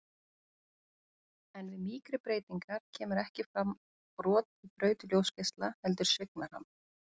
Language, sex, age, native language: Icelandic, female, 40-49, Icelandic